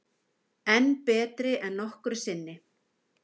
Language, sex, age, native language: Icelandic, female, 50-59, Icelandic